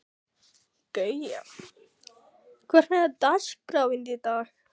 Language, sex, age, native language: Icelandic, female, 15, Icelandic